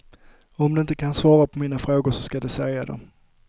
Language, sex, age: Swedish, male, 25